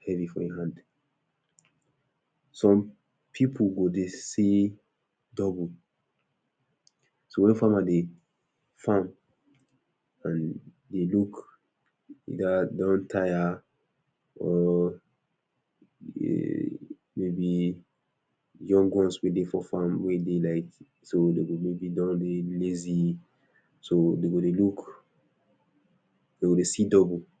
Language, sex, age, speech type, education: Nigerian Pidgin, male, 30-45, spontaneous, tertiary